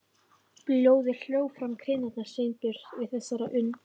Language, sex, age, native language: Icelandic, female, 13, Icelandic